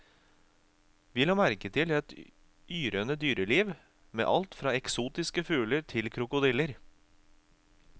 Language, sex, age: Norwegian, male, 36